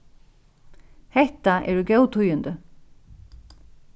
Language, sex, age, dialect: Faroese, female, 36-60, Norðuroyggjar